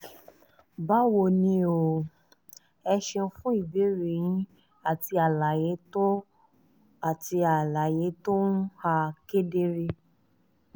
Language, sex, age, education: Yoruba, female, 30-45, tertiary